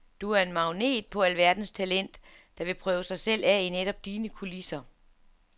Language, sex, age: Danish, female, 47